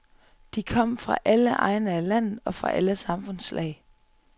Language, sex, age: Danish, female, 25